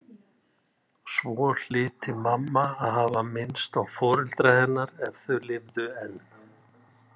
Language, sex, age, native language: Icelandic, male, 60-69, Icelandic